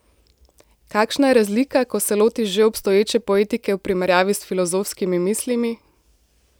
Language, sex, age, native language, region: Slovenian, female, 18-29, Slovenian, Central Slovenia